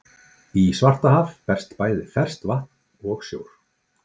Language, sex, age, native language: Icelandic, male, 40-49, Icelandic